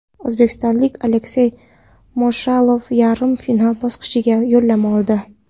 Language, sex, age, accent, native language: Uzbek, female, 18-24, Qoraqalpog'iston, Karakalpak